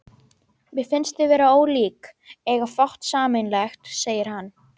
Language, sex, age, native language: Icelandic, female, 12, Icelandic